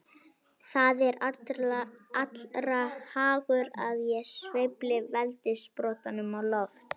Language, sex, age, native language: Icelandic, female, 21, Icelandic